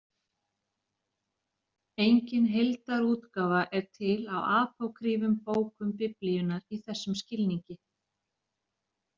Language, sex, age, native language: Icelandic, female, 40-49, Icelandic